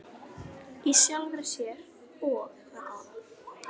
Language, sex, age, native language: Icelandic, female, 11, Icelandic